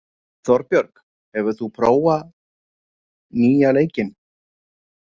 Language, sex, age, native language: Icelandic, male, 50-59, Icelandic